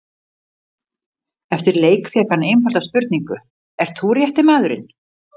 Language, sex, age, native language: Icelandic, female, 50-59, Icelandic